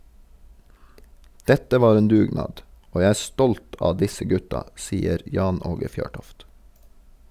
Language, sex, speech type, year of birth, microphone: Norwegian, male, read, 1983, Sennheiser